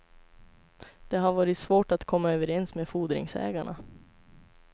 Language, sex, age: Swedish, female, 25